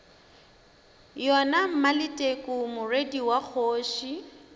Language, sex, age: Northern Sotho, female, 19